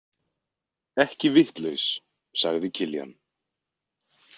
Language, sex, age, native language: Icelandic, male, 20-29, Icelandic